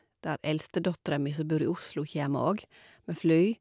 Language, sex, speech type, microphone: Norwegian, female, spontaneous, Shure